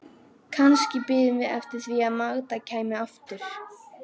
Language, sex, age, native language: Icelandic, female, 12, Icelandic